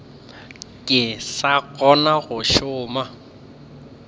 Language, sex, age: Northern Sotho, male, 24